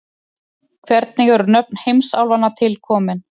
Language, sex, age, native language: Icelandic, male, 30-39, Icelandic